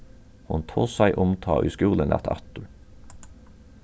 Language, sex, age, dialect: Faroese, male, 36-60, Norðurstreymoy/Eysturoy